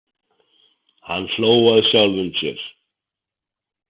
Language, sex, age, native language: Icelandic, male, 50-59, Icelandic